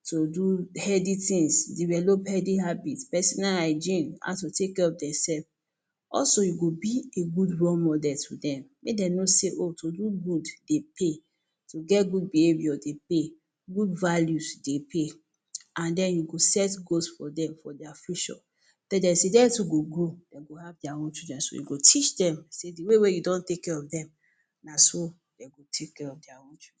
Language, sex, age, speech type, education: Nigerian Pidgin, female, 30-45, spontaneous, tertiary